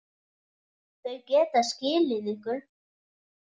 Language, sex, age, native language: Icelandic, male, 10, Icelandic